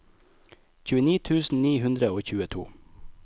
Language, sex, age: Norwegian, male, 25